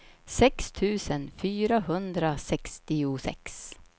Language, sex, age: Swedish, female, 53